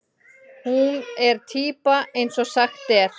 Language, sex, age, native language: Icelandic, female, 40-49, Icelandic